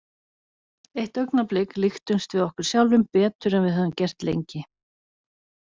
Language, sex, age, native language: Icelandic, female, 40-49, Icelandic